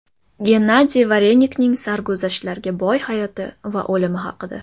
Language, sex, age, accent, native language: Uzbek, female, 18-24, Toshkent shahri, Uzbek